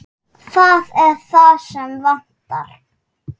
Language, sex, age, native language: Icelandic, female, 6, Icelandic